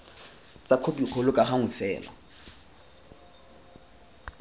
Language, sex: Tswana, male